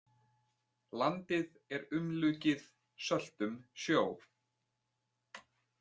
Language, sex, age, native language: Icelandic, male, 20-29, Icelandic